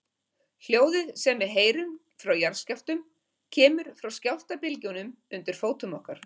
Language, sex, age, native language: Icelandic, female, 50-59, Icelandic